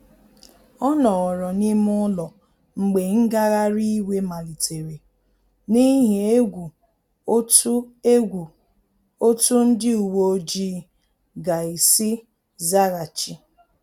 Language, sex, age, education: Igbo, female, 30-45, tertiary